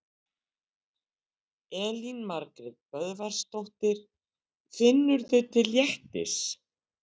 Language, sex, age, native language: Icelandic, female, 60-69, Icelandic